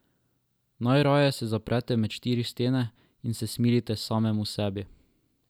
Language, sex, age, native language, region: Slovenian, male, 12-17, Slovenian, Drava region